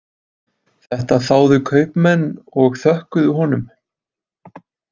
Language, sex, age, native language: Icelandic, male, 20-29, Icelandic